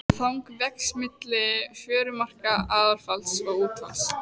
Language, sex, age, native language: Icelandic, female, 14, Icelandic